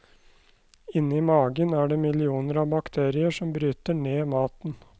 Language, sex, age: Norwegian, male, 29